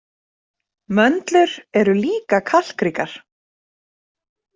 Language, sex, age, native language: Icelandic, female, 30-39, Icelandic